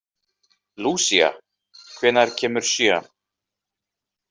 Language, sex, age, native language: Icelandic, male, 30-39, Icelandic